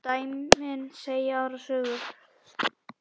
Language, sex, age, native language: Icelandic, male, 10, Icelandic